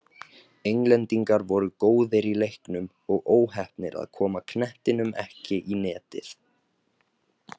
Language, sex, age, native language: Icelandic, male, 18-19, Icelandic